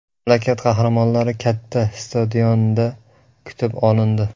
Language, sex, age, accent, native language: Uzbek, male, 18-24, Samarqand, Uzbek